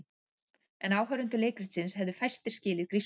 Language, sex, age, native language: Icelandic, female, 40-49, Icelandic